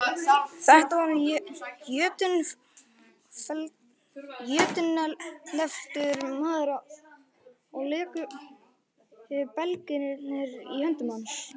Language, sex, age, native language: Icelandic, male, 11, Icelandic